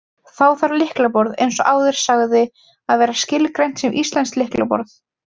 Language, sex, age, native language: Icelandic, female, 20-29, Icelandic